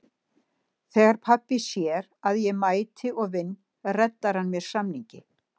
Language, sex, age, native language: Icelandic, female, 60-69, Icelandic